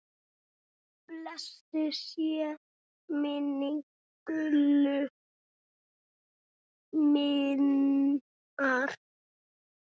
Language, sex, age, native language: Icelandic, male, 6, Icelandic